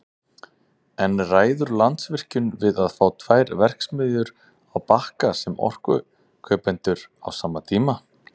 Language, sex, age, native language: Icelandic, male, 30-39, Icelandic